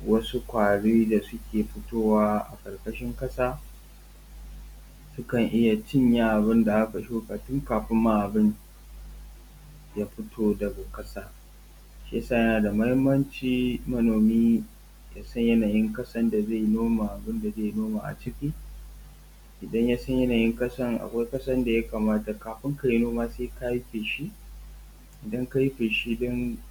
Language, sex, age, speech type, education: Hausa, male, 15-29, spontaneous, tertiary